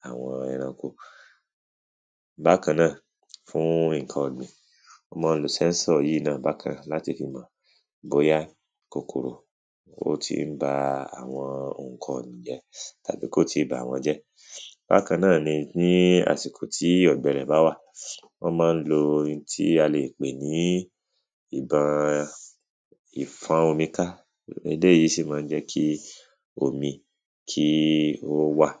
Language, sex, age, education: Yoruba, male, 30-45, secondary